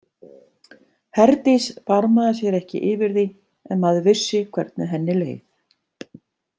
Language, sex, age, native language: Icelandic, female, 50-59, Icelandic